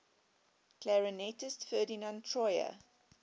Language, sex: English, female